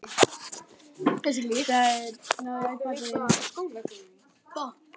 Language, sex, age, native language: Icelandic, male, 12, Icelandic